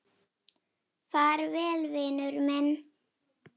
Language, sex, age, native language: Icelandic, female, 9, Icelandic